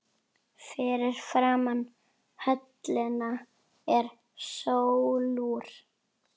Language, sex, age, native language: Icelandic, female, 9, Icelandic